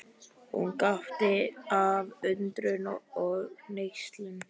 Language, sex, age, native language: Icelandic, male, 11, Icelandic